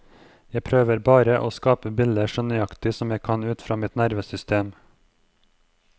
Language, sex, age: Norwegian, male, 23